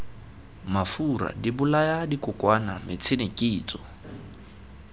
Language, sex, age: Tswana, male, 19